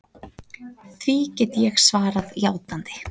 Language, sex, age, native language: Icelandic, female, 30-39, Icelandic